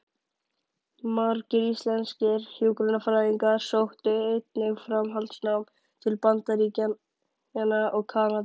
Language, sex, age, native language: Icelandic, male, 11, Icelandic